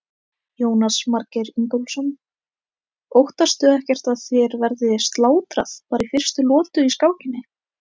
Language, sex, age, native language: Icelandic, female, 18-19, Icelandic